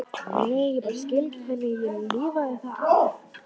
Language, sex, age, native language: Icelandic, female, 13, Icelandic